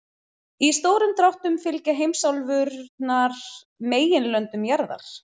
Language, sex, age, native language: Icelandic, female, 30-39, Icelandic